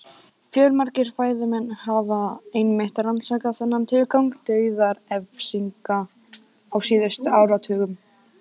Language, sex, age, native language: Icelandic, female, 18-19, Icelandic